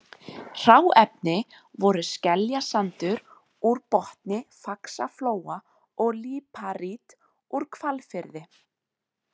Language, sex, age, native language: Icelandic, female, 20-29, Icelandic